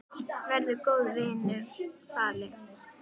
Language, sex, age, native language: Icelandic, female, 10, Icelandic